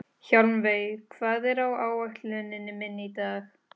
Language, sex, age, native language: Icelandic, female, 13, Spanish